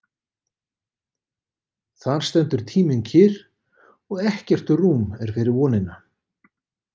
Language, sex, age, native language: Icelandic, male, 50-59, Icelandic